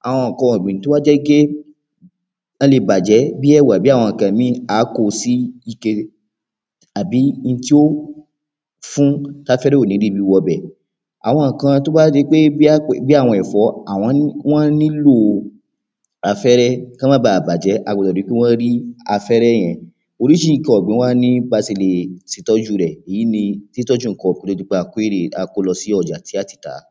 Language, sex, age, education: Yoruba, male, 15-29, primary